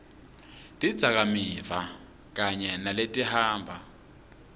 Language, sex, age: Swati, male, 26